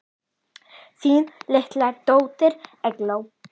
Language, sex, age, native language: Icelandic, female, 10, Icelandic